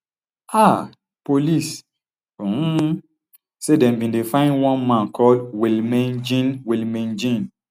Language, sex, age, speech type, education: Nigerian Pidgin, male, 30-45, spontaneous, tertiary